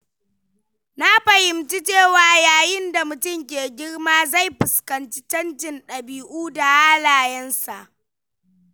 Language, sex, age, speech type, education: Hausa, female, 15-29, read, primary